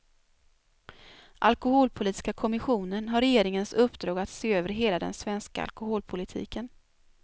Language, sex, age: Swedish, female, 24